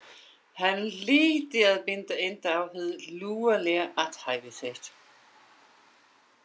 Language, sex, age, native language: Icelandic, female, 50-59, Danish